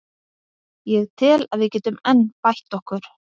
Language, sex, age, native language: Icelandic, female, 50-59, Icelandic